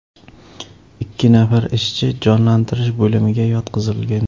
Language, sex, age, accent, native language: Uzbek, male, 35+, Samarqand, Uzbek